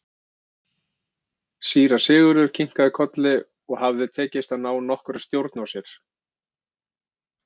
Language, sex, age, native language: Icelandic, male, 50-59, Icelandic